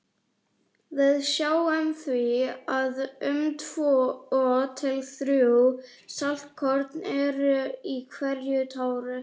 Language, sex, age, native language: Icelandic, female, 40-49, Icelandic